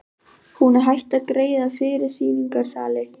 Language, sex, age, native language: Icelandic, female, 12, Icelandic